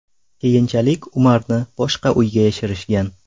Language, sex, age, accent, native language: Uzbek, male, 18-24, Buxoro, Uzbek